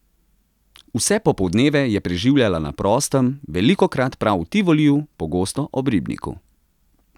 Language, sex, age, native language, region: Slovenian, male, 30-49, Slovenian, Central Slovenia